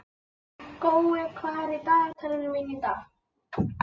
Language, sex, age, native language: Icelandic, female, 50-59, Icelandic